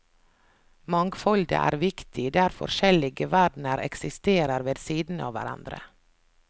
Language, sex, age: Norwegian, female, 49